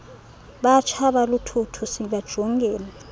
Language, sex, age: Xhosa, female, 32